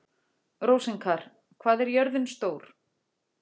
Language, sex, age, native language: Icelandic, female, 40-49, Icelandic